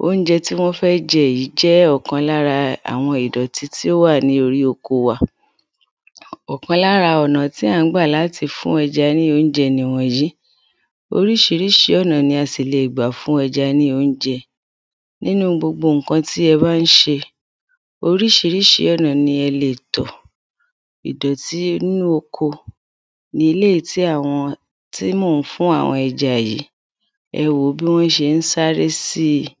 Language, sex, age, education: Yoruba, female, 30-45, tertiary